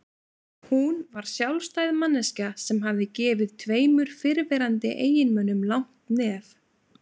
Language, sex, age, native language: Icelandic, female, 20-29, Icelandic